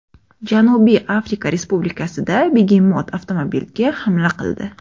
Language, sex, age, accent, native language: Uzbek, female, 18-24, Toshkent shahri, Uzbek